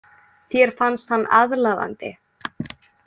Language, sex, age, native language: Icelandic, female, 18-19, Icelandic